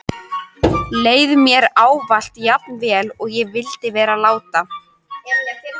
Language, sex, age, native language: Icelandic, female, 13, Icelandic